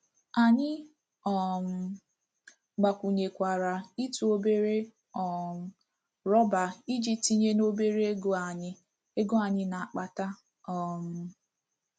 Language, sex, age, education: Igbo, female, 15-29, tertiary